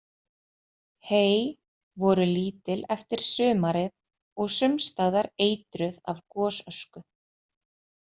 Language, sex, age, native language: Icelandic, female, 30-39, Icelandic